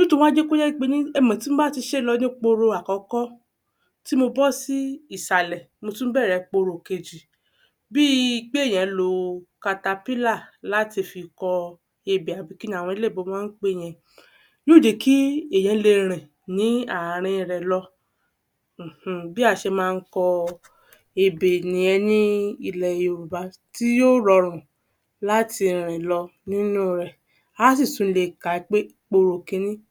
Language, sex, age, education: Yoruba, female, 15-29, tertiary